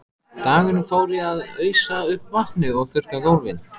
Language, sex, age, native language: Icelandic, male, 14, Icelandic